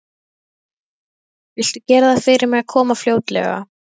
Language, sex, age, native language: Icelandic, female, 12, Icelandic